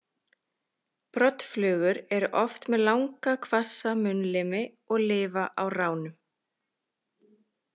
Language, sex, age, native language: Icelandic, female, 30-39, Icelandic